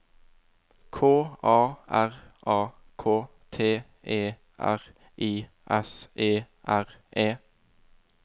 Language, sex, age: Norwegian, male, 20